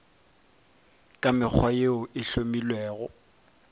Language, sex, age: Northern Sotho, male, 23